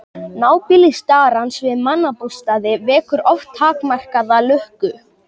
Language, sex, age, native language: Icelandic, male, 18-19, Icelandic